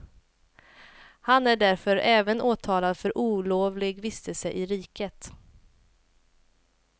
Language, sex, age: Swedish, female, 28